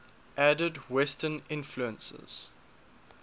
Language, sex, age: English, male, 21